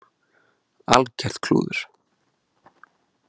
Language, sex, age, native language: Icelandic, male, 20-29, Icelandic